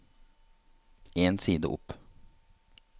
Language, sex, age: Norwegian, male, 30